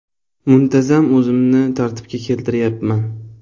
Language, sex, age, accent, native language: Uzbek, male, 18-24, Toshkent shahri, Uzbek